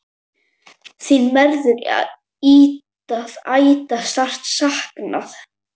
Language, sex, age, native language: Icelandic, male, 7, Icelandic